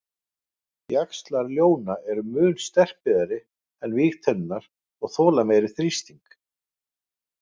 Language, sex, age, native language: Icelandic, male, 50-59, Icelandic